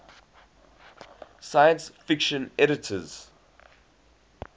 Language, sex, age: English, male, 20